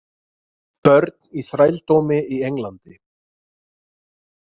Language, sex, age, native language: Icelandic, male, 20-29, Icelandic